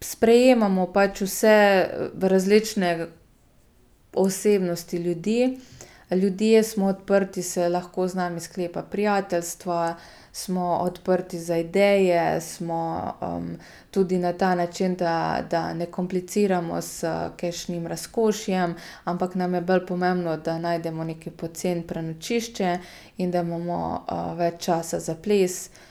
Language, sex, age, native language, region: Slovenian, female, 30-49, Slovenian, Gorica region